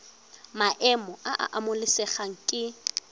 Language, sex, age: Tswana, female, 22